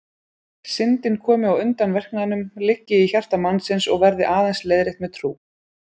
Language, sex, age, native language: Icelandic, female, 30-39, Icelandic